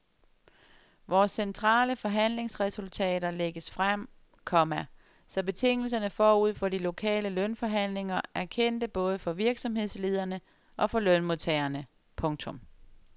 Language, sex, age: Danish, female, 35